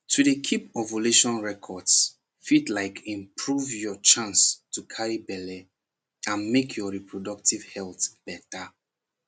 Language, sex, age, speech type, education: Nigerian Pidgin, male, 15-29, spontaneous, secondary